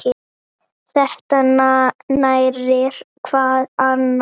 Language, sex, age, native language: Icelandic, female, 9, Icelandic